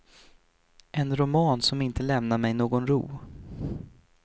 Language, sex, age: Swedish, male, 23